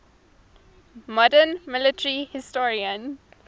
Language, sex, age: English, female, 19